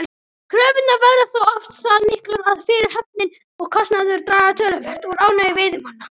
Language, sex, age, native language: Icelandic, male, 18-19, Icelandic